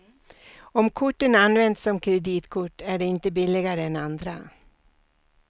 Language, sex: Swedish, female